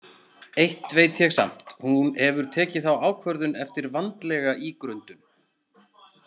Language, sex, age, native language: Icelandic, male, 40-49, Icelandic